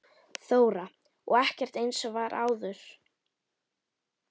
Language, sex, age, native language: Icelandic, female, 11, Icelandic